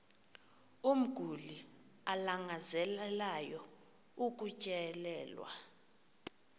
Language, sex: Xhosa, female